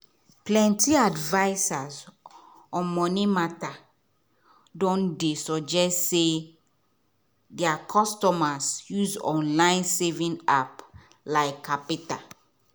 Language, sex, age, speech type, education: Nigerian Pidgin, female, 30-45, spontaneous, tertiary